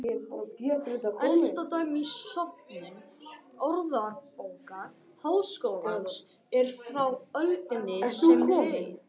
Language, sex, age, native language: Icelandic, male, 18-19, Icelandic